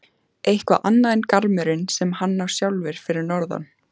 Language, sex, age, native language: Icelandic, female, 14, Icelandic